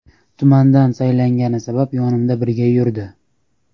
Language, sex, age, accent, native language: Uzbek, male, 18-24, Namangan, Uzbek